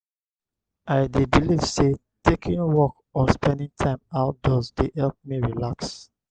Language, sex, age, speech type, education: Nigerian Pidgin, male, 60+, spontaneous, tertiary